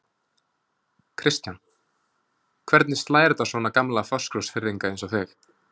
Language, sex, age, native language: Icelandic, male, 20-29, Icelandic